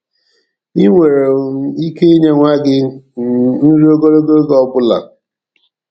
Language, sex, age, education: Igbo, male, 46-60, tertiary